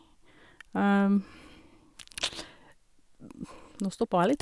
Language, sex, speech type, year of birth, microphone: Norwegian, female, spontaneous, 1972, Sennheiser